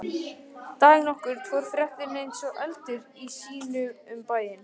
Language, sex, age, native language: Icelandic, male, 18-19, Icelandic